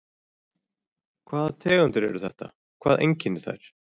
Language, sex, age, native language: Icelandic, male, 40-49, Icelandic